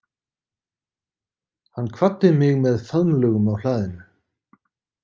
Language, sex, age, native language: Icelandic, male, 50-59, Icelandic